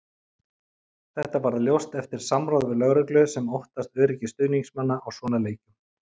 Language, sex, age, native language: Icelandic, male, 40-49, Icelandic